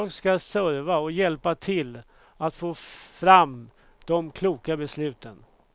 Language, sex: Swedish, male